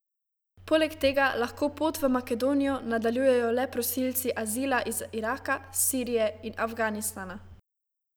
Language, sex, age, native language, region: Slovenian, female, 18-29, Slovenian, Savinja region